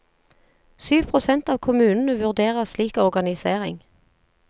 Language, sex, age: Norwegian, female, 40